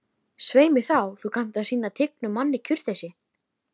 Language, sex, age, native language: Icelandic, female, 13, Icelandic